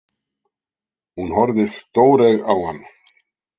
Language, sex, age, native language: Icelandic, male, 60-69, Icelandic